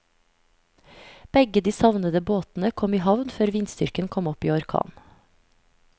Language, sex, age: Norwegian, female, 35